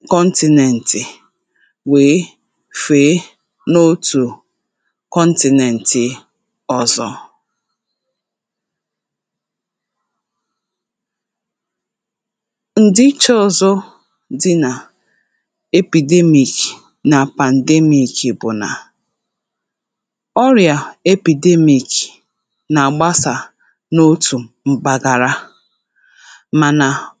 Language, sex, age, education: Igbo, female, 30-45, tertiary